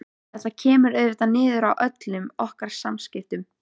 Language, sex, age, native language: Icelandic, female, 13, Icelandic